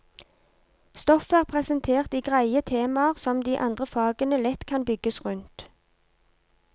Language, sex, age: Norwegian, female, 32